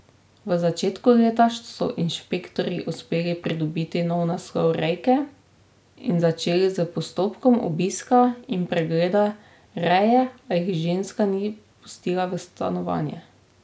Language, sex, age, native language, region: Slovenian, female, 18-29, Slovenian, Drava region